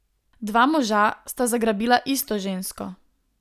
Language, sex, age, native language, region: Slovenian, female, 18-29, Slovenian, Southeast Slovenia